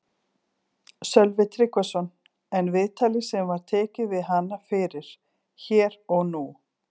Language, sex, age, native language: Icelandic, female, 40-49, Icelandic